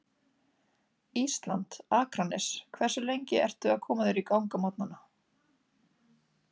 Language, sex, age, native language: Icelandic, female, 30-39, Icelandic